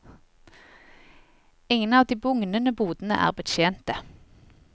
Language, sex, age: Norwegian, female, 20